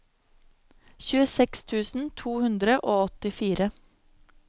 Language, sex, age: Norwegian, female, 26